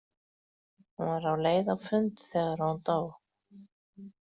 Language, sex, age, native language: Icelandic, female, 40-49, Icelandic